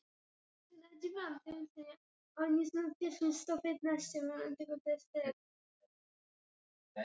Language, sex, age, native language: Icelandic, female, 18-19, Icelandic